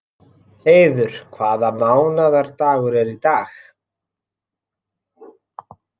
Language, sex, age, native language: Icelandic, male, 30-39, Icelandic